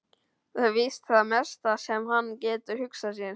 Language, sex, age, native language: Icelandic, male, 12, Icelandic